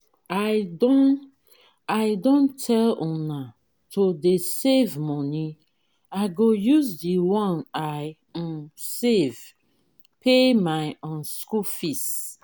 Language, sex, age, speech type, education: Nigerian Pidgin, female, 30-45, spontaneous, tertiary